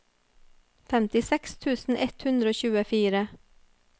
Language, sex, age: Norwegian, female, 30